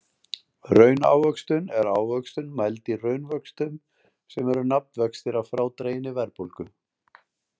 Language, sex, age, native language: Icelandic, male, 40-49, Icelandic